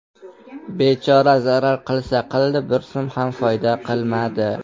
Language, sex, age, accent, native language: Uzbek, male, under 19, Qashqadaryo, Uzbek